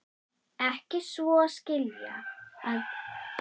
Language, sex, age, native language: Icelandic, female, 30-39, Icelandic